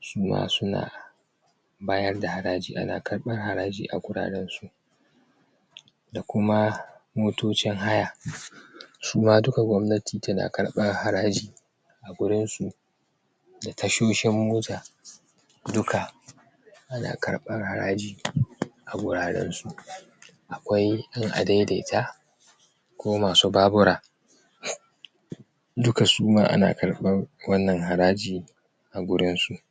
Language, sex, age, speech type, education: Hausa, male, 46-60, spontaneous, tertiary